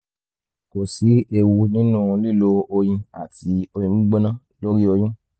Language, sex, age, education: Yoruba, male, 15-29, tertiary